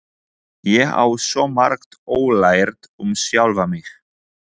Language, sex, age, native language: Icelandic, male, 40-49, Polish